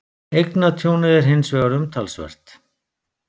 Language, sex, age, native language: Icelandic, male, 50-59, Icelandic